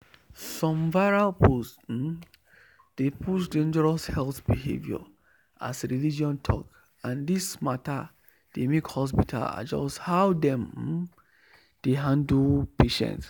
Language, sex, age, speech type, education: Nigerian Pidgin, male, 15-29, spontaneous, tertiary